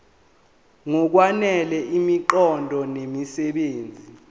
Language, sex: Zulu, male